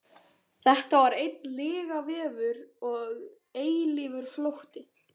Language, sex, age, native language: Icelandic, male, 13, Icelandic